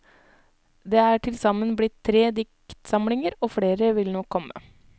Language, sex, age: Norwegian, female, 32